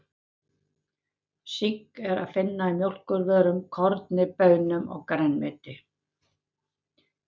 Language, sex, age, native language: Icelandic, female, 70-79, Icelandic